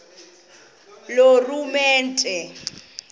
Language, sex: Xhosa, female